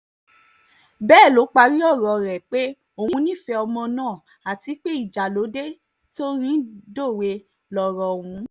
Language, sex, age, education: Yoruba, female, 15-29, tertiary